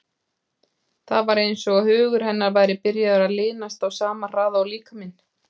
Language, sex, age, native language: Icelandic, female, 30-39, Icelandic